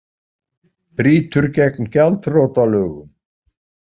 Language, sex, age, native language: Icelandic, male, 40-49, Icelandic